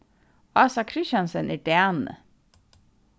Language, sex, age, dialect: Faroese, female, 36-60, Suðurstreymoy